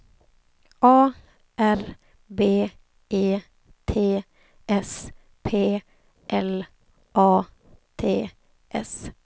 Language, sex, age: Swedish, female, 28